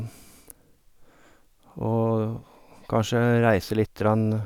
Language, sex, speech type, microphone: Norwegian, male, spontaneous, Sennheiser